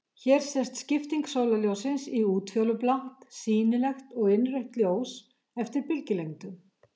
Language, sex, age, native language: Icelandic, female, 70-79, Icelandic